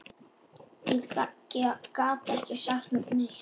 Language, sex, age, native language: Icelandic, male, 8, Icelandic